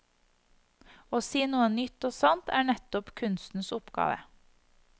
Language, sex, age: Norwegian, female, 25